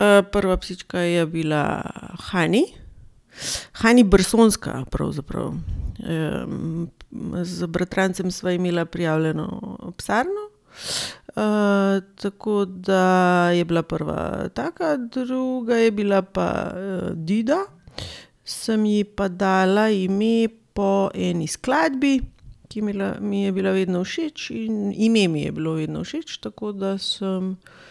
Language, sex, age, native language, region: Slovenian, female, 30-49, Slovenian, Gorenjska region